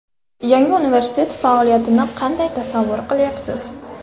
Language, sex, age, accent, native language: Uzbek, female, 18-24, Andijon, Uzbek